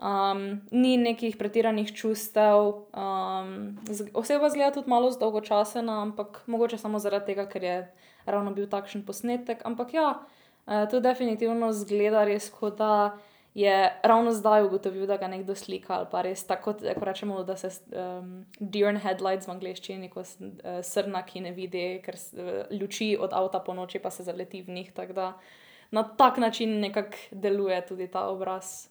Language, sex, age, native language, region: Slovenian, female, 18-29, Slovenian, Drava region